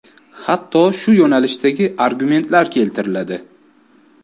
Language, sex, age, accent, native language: Uzbek, male, 25-34, Toshkent viloyati, Uzbek